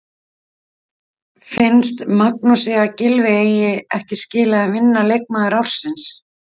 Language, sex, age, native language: Icelandic, female, 50-59, Icelandic